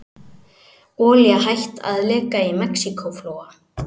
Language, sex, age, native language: Icelandic, male, 18-19, Icelandic